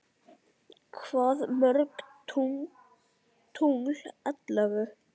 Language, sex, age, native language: Icelandic, male, 9, Icelandic